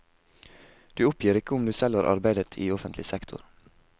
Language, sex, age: Norwegian, male, 22